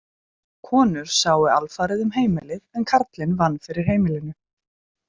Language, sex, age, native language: Icelandic, female, 20-29, Icelandic